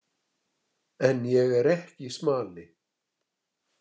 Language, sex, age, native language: Icelandic, male, 60-69, Icelandic